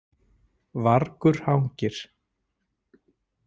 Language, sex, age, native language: Icelandic, male, 40-49, Icelandic